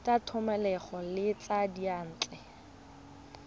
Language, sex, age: Tswana, female, 20